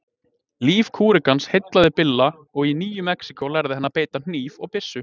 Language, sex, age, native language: Icelandic, male, 20-29, Icelandic